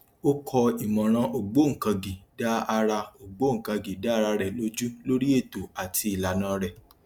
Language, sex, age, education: Yoruba, male, 30-45, tertiary